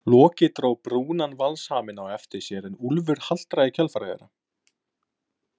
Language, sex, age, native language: Icelandic, male, 20-29, Icelandic